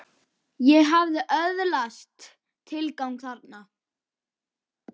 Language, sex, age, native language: Icelandic, female, 10, Icelandic